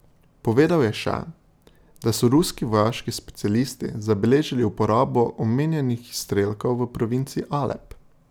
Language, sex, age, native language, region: Slovenian, male, 18-29, Slovenian, Drava region